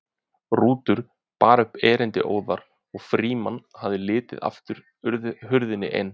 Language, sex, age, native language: Icelandic, male, 30-39, Icelandic